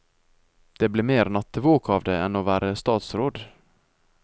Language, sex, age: Norwegian, male, 24